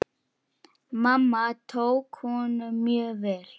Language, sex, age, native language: Icelandic, male, 8, Icelandic